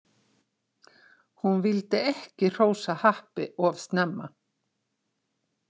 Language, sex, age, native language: Icelandic, female, 60-69, Icelandic